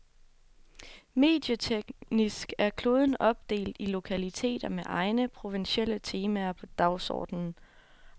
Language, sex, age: Danish, female, 24